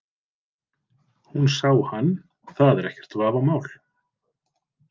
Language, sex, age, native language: Icelandic, male, 40-49, Icelandic